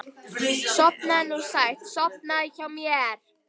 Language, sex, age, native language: Icelandic, female, 13, Icelandic